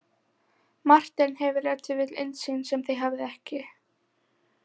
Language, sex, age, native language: Icelandic, female, 18-19, Icelandic